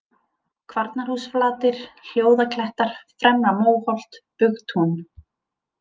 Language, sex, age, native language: Icelandic, female, 30-39, Icelandic